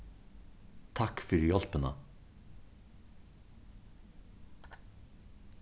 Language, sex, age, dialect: Faroese, male, 36-60, Suðurstreymoy